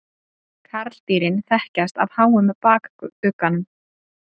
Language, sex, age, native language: Icelandic, female, 30-39, Icelandic